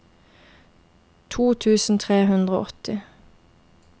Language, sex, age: Norwegian, female, 22